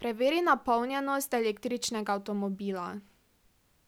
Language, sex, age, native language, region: Slovenian, female, 18-29, Slovenian, Drava region